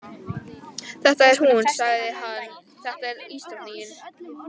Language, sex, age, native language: Icelandic, female, 18-19, Icelandic